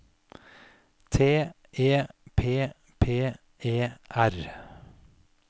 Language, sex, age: Norwegian, male, 46